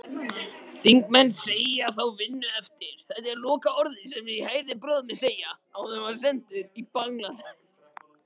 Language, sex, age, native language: Icelandic, other, 18-19, Icelandic